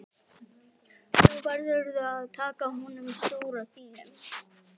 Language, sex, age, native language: Icelandic, female, 11, Icelandic